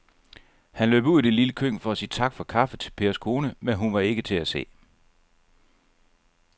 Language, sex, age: Danish, male, 37